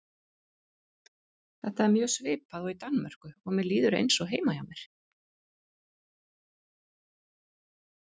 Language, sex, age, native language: Icelandic, female, 50-59, Icelandic